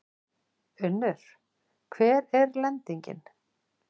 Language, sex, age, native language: Icelandic, female, 40-49, Icelandic